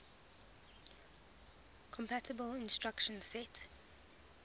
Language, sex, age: English, female, 20